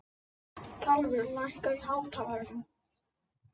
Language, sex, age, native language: Icelandic, female, 50-59, Icelandic